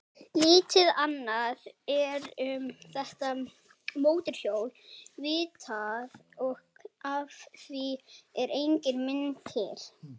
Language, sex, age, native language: Icelandic, female, 70-79, Icelandic